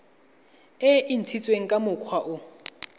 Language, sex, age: Tswana, male, 20